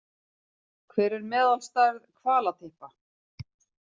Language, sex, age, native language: Icelandic, female, 50-59, Icelandic